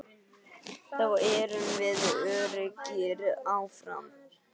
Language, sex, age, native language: Icelandic, male, 8, Icelandic